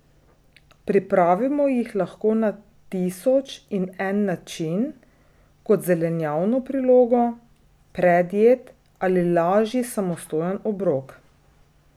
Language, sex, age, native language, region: Slovenian, female, 30-49, Slovenian, Drava region